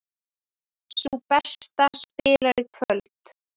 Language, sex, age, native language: Icelandic, female, 18-19, Icelandic